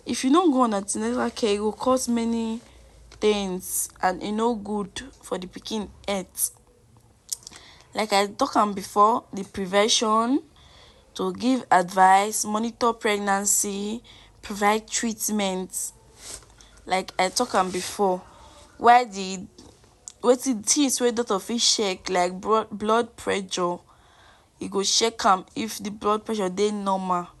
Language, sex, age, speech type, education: Nigerian Pidgin, female, 46-60, spontaneous, tertiary